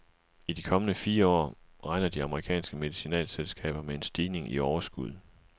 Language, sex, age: Danish, male, 37